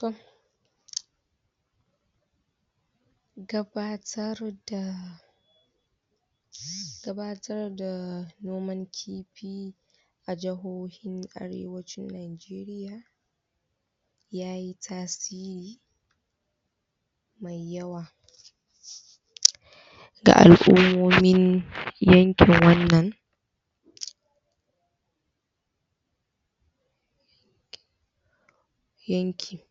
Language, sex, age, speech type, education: Hausa, female, 15-29, spontaneous, tertiary